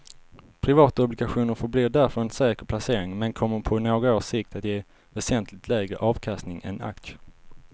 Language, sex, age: Swedish, male, 19